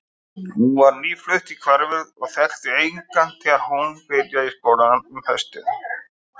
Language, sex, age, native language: Icelandic, male, 50-59, Icelandic